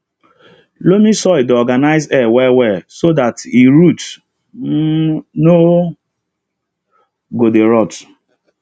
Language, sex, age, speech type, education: Nigerian Pidgin, male, 30-45, spontaneous, tertiary